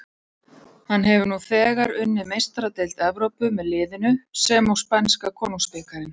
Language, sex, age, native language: Icelandic, female, 40-49, Icelandic